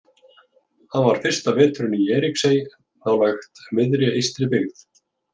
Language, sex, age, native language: Icelandic, male, 50-59, Icelandic